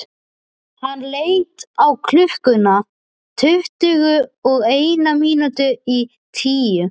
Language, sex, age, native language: Icelandic, male, 12, Icelandic